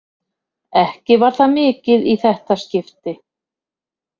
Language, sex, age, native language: Icelandic, female, 50-59, Icelandic